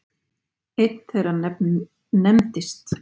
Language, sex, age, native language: Icelandic, female, 50-59, Icelandic